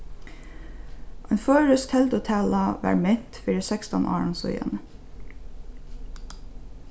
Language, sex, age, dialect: Faroese, female, 15-35, Norðurstreymoy/Eysturoy